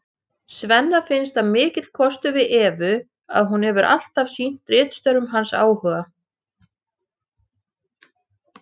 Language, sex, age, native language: Icelandic, female, 30-39, Icelandic